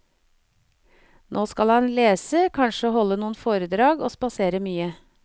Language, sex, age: Norwegian, female, 49